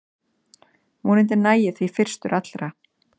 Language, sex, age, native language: Icelandic, female, 30-39, Icelandic